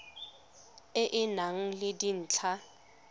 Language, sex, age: Tswana, female, 25